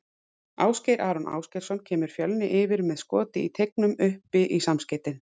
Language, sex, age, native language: Icelandic, female, 40-49, Icelandic